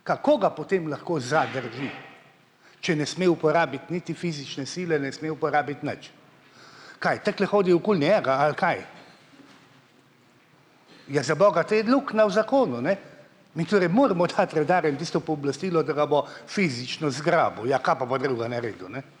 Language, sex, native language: Slovenian, male, Slovenian